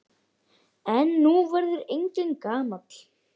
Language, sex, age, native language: Icelandic, male, 10, Icelandic